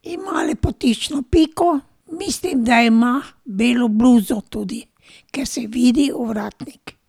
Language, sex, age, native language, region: Slovenian, female, 60+, Slovenian, Drava region